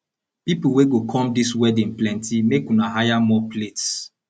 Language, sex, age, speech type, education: Nigerian Pidgin, male, 15-29, spontaneous, tertiary